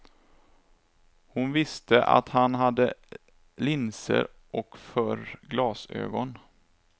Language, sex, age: Swedish, male, 27